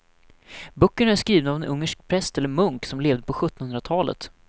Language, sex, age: Swedish, male, 19